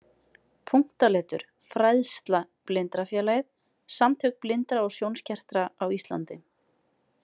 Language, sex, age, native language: Icelandic, female, 20-29, Icelandic